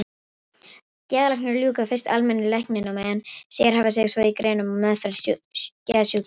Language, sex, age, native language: Icelandic, female, 18-19, Icelandic